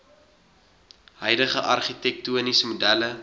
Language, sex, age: Afrikaans, male, 19